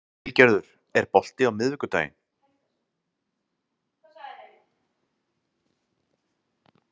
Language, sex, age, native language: Icelandic, male, 40-49, Icelandic